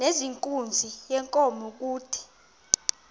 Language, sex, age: Xhosa, female, 22